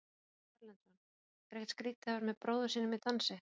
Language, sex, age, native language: Icelandic, female, 40-49, Icelandic